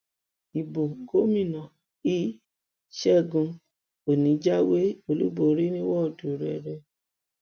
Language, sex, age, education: Yoruba, female, 60+, tertiary